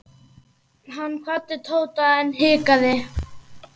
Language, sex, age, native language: Icelandic, male, 8, Icelandic